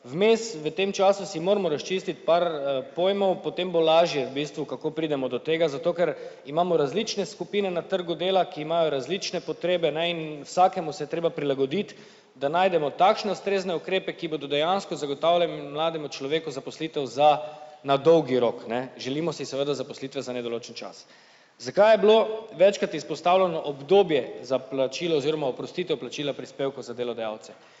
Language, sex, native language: Slovenian, male, Slovenian